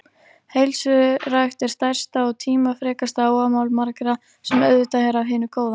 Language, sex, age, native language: Icelandic, female, 40-49, Icelandic